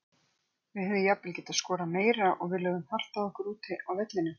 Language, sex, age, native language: Icelandic, female, 50-59, Icelandic